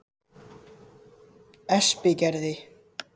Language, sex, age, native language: Icelandic, male, 30-39, Icelandic